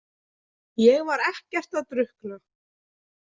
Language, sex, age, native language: Icelandic, female, 20-29, Icelandic